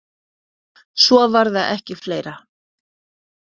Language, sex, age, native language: Icelandic, female, 40-49, Icelandic